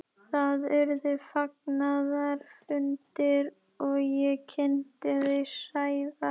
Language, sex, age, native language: Icelandic, female, 11, Icelandic